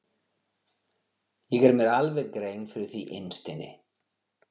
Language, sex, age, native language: Icelandic, male, 40-49, Portuguese